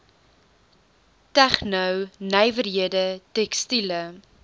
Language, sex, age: Afrikaans, female, 19